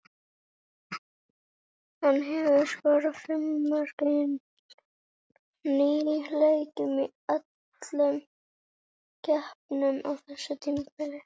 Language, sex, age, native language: Icelandic, female, 18-19, Icelandic